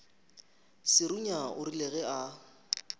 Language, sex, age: Northern Sotho, male, 23